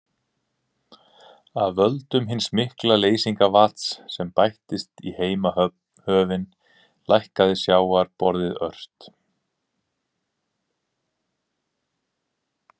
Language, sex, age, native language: Icelandic, male, 30-39, Icelandic